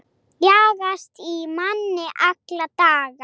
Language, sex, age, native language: Icelandic, female, 7, Icelandic